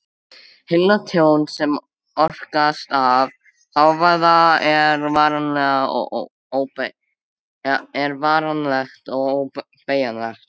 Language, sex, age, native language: Icelandic, male, 13, Icelandic